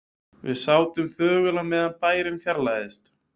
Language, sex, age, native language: Icelandic, male, 20-29, Icelandic